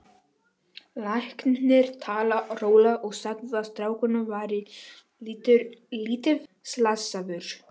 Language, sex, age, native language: Icelandic, male, 11, Polish